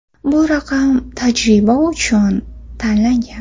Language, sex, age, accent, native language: Uzbek, female, 25-34, Toshkent shahri, Uzbek